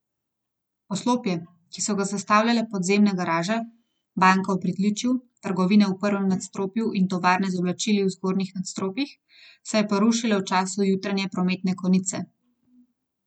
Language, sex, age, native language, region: Slovenian, female, 30-49, Slovenian, Gorenjska region